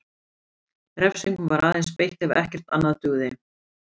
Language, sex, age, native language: Icelandic, female, 40-49, Icelandic